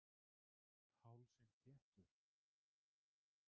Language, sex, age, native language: Icelandic, male, 30-39, Icelandic